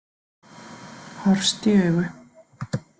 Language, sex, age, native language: Icelandic, female, 40-49, Icelandic